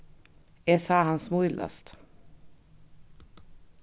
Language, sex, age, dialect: Faroese, female, 36-60, Norðuroyggjar